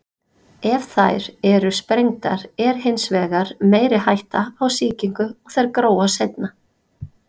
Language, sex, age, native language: Icelandic, female, 30-39, Icelandic